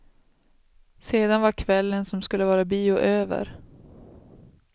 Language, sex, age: Swedish, female, 36